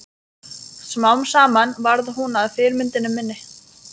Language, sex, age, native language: Icelandic, female, 20-29, Lithuanian